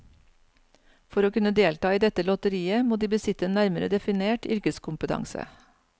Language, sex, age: Norwegian, female, 49